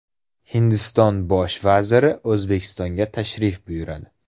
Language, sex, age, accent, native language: Uzbek, male, 18-24, Surxondaryo, Uzbek